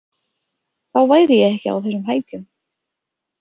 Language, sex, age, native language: Icelandic, female, 30-39, Icelandic